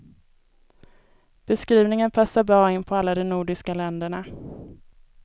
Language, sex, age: Swedish, female, 24